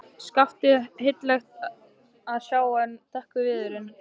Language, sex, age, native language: Icelandic, male, 13, Icelandic